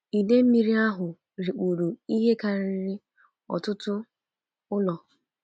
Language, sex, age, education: Igbo, female, 15-29, tertiary